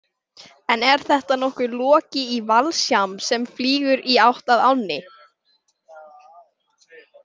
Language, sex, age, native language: Icelandic, male, 18-19, Icelandic